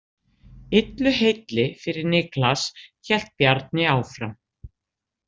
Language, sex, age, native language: Icelandic, female, 60-69, Icelandic